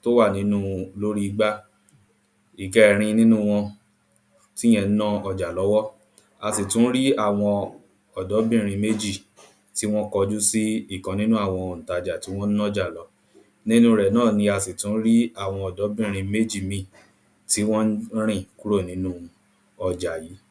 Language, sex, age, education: Yoruba, male, 15-29, primary